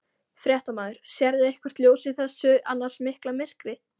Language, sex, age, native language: Icelandic, female, 14, Icelandic